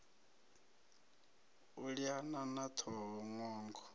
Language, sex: Venda, male